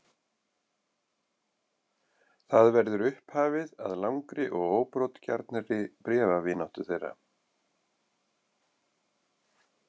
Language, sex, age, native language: Icelandic, male, 50-59, Icelandic